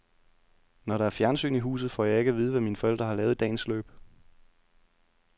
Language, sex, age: Danish, male, 31